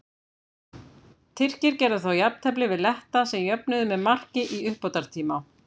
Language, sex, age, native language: Icelandic, female, 50-59, Icelandic